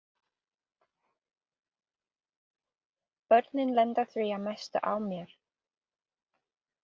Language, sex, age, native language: Icelandic, female, 30-39, English